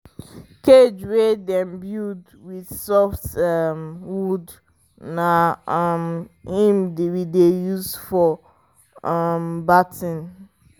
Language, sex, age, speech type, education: Nigerian Pidgin, female, 15-29, spontaneous, tertiary